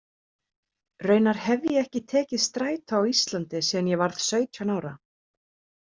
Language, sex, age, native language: Icelandic, female, 30-39, Icelandic